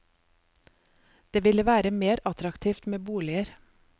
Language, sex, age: Norwegian, female, 47